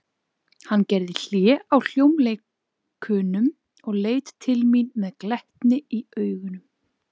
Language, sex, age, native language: Icelandic, female, 20-29, Icelandic